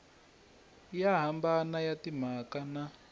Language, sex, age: Tsonga, male, 21